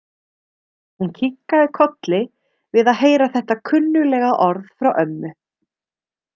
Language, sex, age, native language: Icelandic, female, 30-39, Icelandic